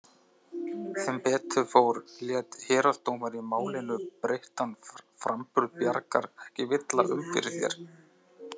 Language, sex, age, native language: Icelandic, male, 30-39, Icelandic